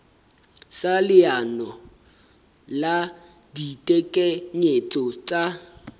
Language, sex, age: Southern Sotho, male, 23